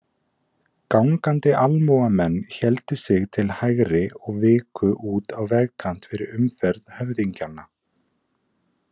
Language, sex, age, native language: Icelandic, male, 20-29, Icelandic